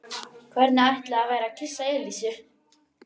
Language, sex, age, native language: Icelandic, female, 11, Icelandic